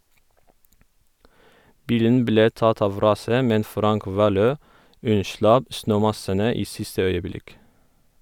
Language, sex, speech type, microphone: Norwegian, female, read, Sennheiser